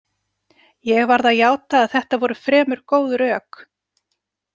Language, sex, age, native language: Icelandic, female, 40-49, Icelandic